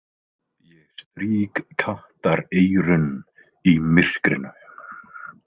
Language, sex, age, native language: Icelandic, male, 20-29, Icelandic